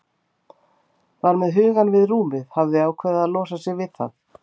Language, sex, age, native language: Icelandic, female, 50-59, Icelandic